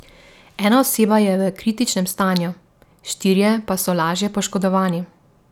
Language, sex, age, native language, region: Slovenian, female, 18-29, Slovenian, Drava region